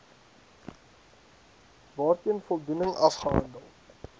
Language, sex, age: Afrikaans, male, 19